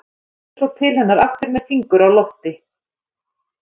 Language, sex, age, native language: Icelandic, female, 13, Icelandic